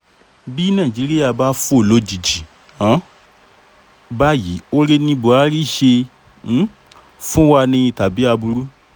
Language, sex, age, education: Yoruba, male, 30-45, tertiary